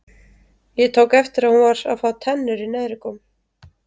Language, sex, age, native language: Icelandic, female, 30-39, Icelandic